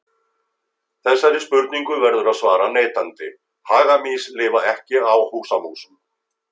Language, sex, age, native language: Icelandic, male, 50-59, Icelandic